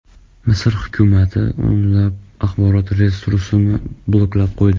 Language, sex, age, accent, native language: Uzbek, male, 12-17, Farg'ona, Russian